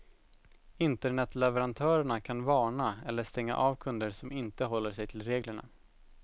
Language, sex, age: Swedish, male, 17